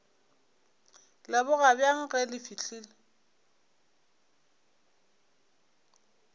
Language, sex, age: Northern Sotho, female, 25